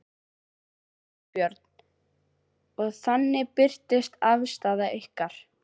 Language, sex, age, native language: Icelandic, female, 11, Icelandic